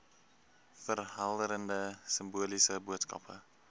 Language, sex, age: Afrikaans, male, 20